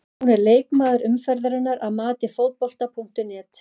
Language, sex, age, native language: Icelandic, female, 40-49, Icelandic